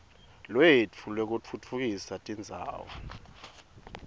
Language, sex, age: Swati, male, 22